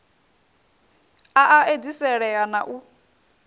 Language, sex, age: Venda, female, 21